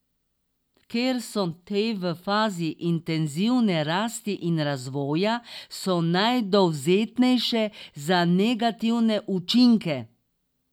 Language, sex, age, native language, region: Slovenian, female, 60+, Slovenian, Drava region